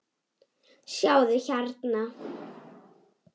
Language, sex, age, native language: Icelandic, female, 7, Icelandic